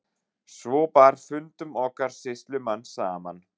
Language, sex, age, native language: Icelandic, male, 40-49, German